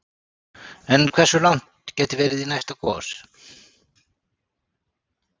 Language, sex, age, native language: Icelandic, male, 60-69, Icelandic